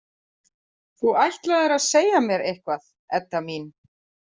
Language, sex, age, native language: Icelandic, female, 30-39, Icelandic